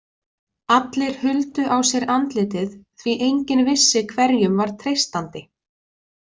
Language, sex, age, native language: Icelandic, female, 20-29, Icelandic